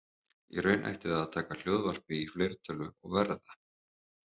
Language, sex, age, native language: Icelandic, male, 30-39, Icelandic